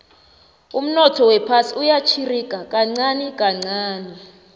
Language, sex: South Ndebele, female